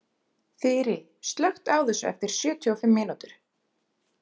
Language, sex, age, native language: Icelandic, female, 30-39, Icelandic